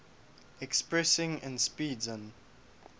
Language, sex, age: English, male, 21